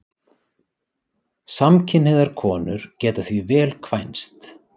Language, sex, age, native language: Icelandic, male, 30-39, Icelandic